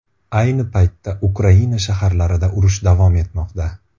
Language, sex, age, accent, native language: Uzbek, male, 25-34, Buxoro, Uzbek